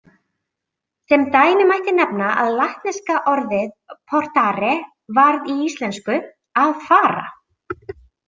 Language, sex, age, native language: Icelandic, female, 40-49, Icelandic